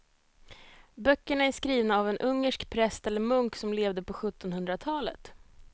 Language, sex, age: Swedish, female, 22